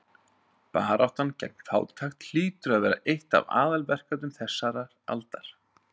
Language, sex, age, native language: Icelandic, male, 30-39, Icelandic